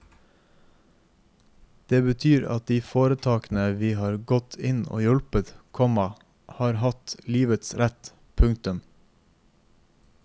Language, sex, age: Norwegian, male, 24